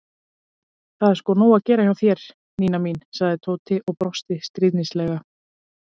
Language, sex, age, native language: Icelandic, female, 30-39, Icelandic